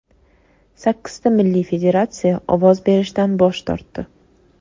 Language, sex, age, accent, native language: Uzbek, female, 18-24, Toshkent shahri, Uzbek